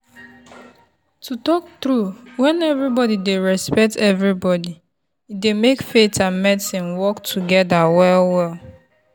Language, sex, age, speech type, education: Nigerian Pidgin, female, 15-29, spontaneous, tertiary